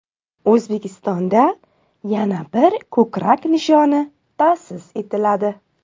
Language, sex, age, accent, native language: Uzbek, female, 19-29, Samarqand, Uzbek